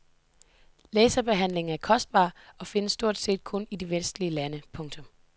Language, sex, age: Danish, female, 18